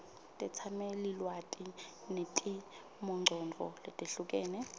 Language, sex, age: Swati, female, 25